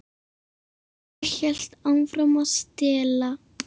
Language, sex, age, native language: Icelandic, female, 7, Icelandic